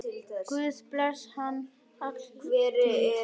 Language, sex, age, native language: Icelandic, male, 10, Icelandic